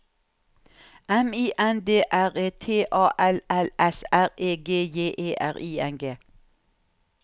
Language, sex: Norwegian, female